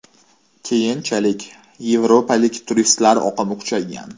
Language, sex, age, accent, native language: Uzbek, male, 18-24, Toshkent shahri, Uzbek